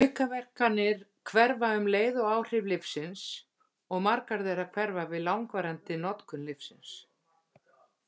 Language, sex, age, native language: Icelandic, female, 50-59, Icelandic